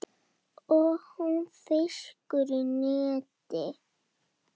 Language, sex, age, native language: Icelandic, female, 8, Icelandic